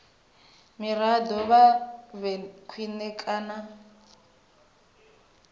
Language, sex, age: Venda, female, 23